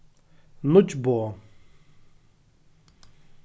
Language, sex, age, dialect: Faroese, male, 36-60, Norðuroyggjar